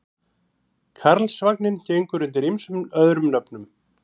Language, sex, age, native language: Icelandic, male, 40-49, Icelandic